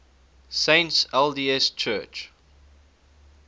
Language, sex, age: English, male, 19